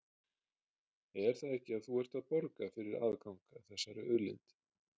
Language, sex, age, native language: Icelandic, male, 30-39, Icelandic